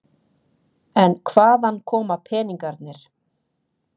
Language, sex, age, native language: Icelandic, female, 30-39, Icelandic